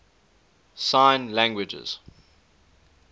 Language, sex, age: English, male, 19